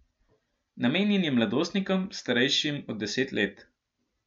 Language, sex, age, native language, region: Slovenian, male, 12-17, Slovenian, Gorenjska region